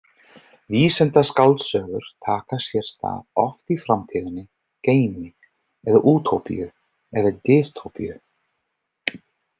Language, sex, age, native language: Icelandic, male, 30-39, English